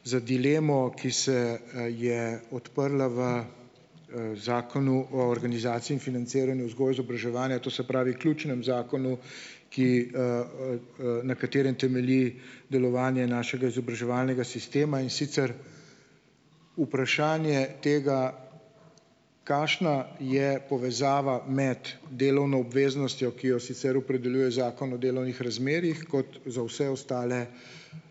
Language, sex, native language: Slovenian, male, Slovenian